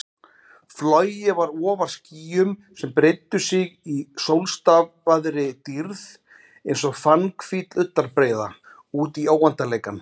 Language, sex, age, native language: Icelandic, male, 40-49, Icelandic